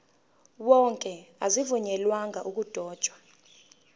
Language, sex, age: Zulu, female, 19